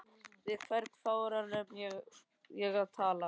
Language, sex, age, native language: Icelandic, male, 13, Icelandic